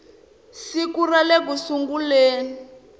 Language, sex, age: Tsonga, female, 22